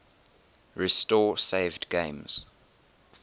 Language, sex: English, male